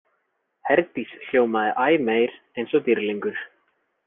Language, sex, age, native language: Icelandic, male, 20-29, Icelandic